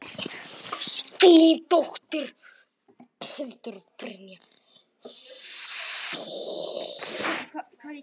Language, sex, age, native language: Icelandic, female, 10, Icelandic